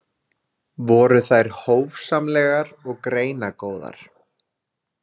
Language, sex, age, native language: Icelandic, male, 20-29, Icelandic